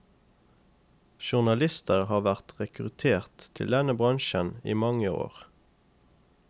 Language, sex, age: Norwegian, male, 28